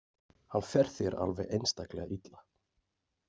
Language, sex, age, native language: Icelandic, male, 40-49, Icelandic